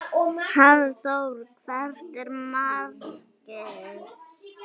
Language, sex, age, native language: Icelandic, female, 9, Icelandic